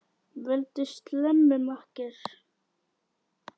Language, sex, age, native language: Icelandic, female, 10, Icelandic